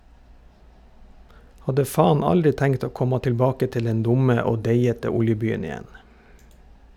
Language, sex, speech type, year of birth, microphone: Norwegian, male, read, 1971, Shure